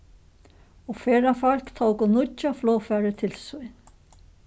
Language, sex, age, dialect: Faroese, female, 61+, Suðurstreymoy